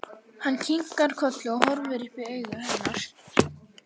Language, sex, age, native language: Icelandic, female, 11, Icelandic